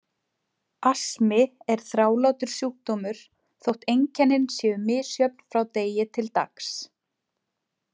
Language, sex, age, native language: Icelandic, female, 20-29, Icelandic